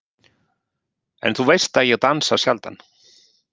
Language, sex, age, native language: Icelandic, male, 50-59, Icelandic